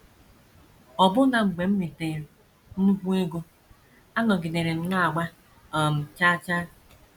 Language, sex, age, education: Igbo, female, 46-60, tertiary